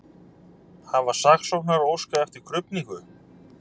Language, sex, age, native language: Icelandic, male, 30-39, Icelandic